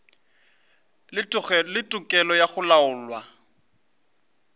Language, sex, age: Northern Sotho, male, 20